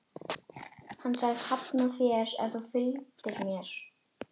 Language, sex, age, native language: Icelandic, female, 11, Icelandic